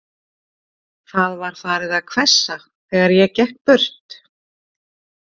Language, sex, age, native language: Icelandic, female, 40-49, Icelandic